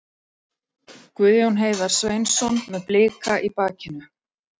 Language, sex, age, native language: Icelandic, female, 40-49, Icelandic